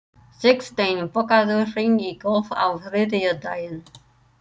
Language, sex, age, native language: Icelandic, female, 30-39, English